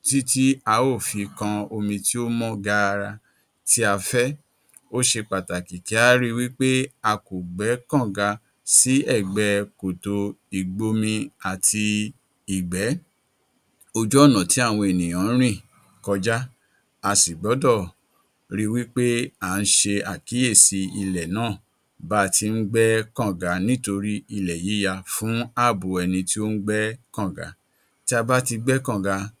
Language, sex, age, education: Yoruba, male, 46-60, tertiary